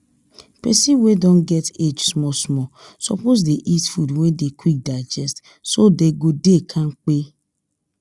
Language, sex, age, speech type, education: Nigerian Pidgin, female, 30-45, spontaneous, tertiary